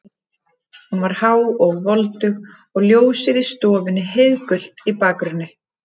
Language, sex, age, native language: Icelandic, female, 30-39, Icelandic